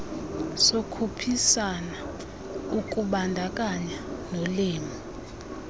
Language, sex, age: Xhosa, female, 24